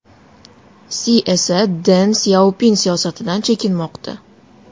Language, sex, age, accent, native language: Uzbek, female, 19-29, Toshkent shahri, Uzbek